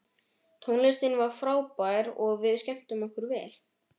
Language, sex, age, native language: Icelandic, male, 12, Icelandic